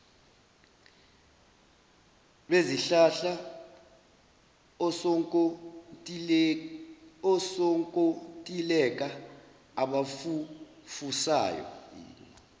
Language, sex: Zulu, male